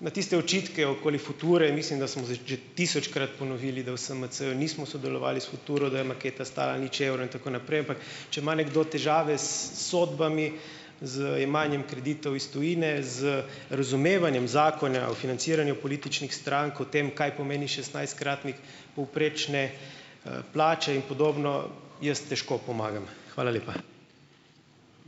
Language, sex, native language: Slovenian, male, Slovenian